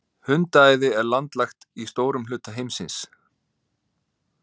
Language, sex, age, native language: Icelandic, male, 30-39, Icelandic